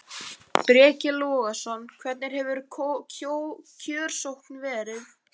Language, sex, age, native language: Icelandic, male, 11, Icelandic